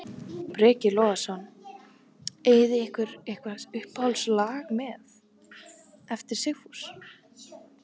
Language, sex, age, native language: Icelandic, female, 18-19, Icelandic